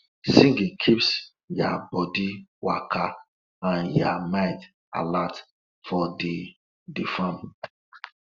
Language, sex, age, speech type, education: Nigerian Pidgin, male, 30-45, spontaneous, tertiary